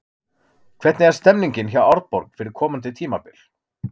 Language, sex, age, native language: Icelandic, male, 30-39, Icelandic